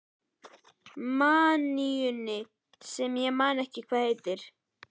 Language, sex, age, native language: Icelandic, male, 11, Icelandic